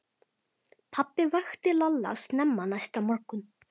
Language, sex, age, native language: Icelandic, male, 11, Icelandic